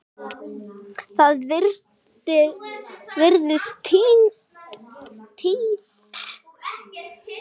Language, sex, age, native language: Icelandic, female, 8, Icelandic